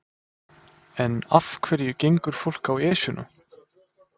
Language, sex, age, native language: Icelandic, male, 20-29, Icelandic